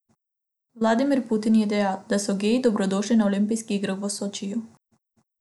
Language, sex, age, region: Slovenian, female, 18-29, Abroad